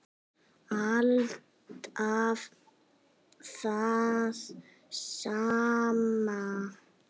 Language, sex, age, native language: Icelandic, female, 6, Icelandic